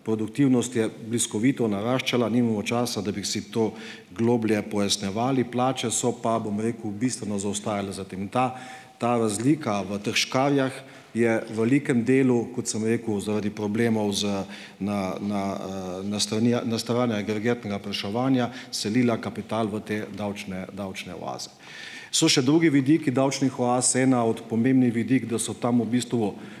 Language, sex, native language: Slovenian, male, Slovenian